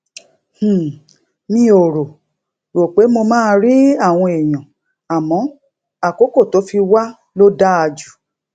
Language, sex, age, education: Yoruba, female, 30-45, tertiary